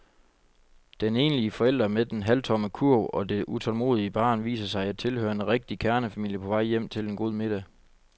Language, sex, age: Danish, male, 25